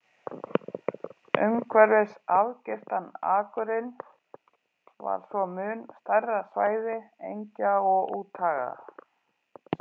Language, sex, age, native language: Icelandic, female, 40-49, Icelandic